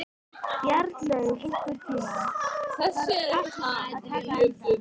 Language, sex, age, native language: Icelandic, female, 13, Icelandic